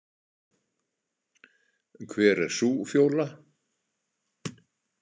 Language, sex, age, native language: Icelandic, male, 60-69, Icelandic